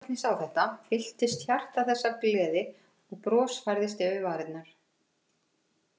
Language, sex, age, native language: Icelandic, female, 50-59, Icelandic